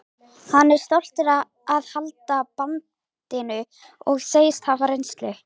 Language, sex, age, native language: Icelandic, female, 18-19, Icelandic